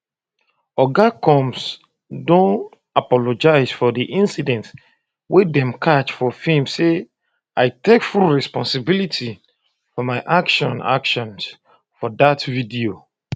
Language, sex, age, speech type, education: Nigerian Pidgin, male, 30-45, spontaneous, tertiary